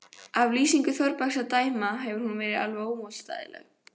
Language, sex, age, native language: Icelandic, female, 14, Icelandic